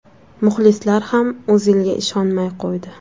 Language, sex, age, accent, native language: Uzbek, female, 19-29, Samarqand, Uzbek